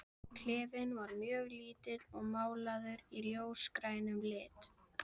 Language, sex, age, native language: Icelandic, female, 11, Icelandic